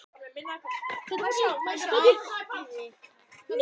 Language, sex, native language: Icelandic, male, Icelandic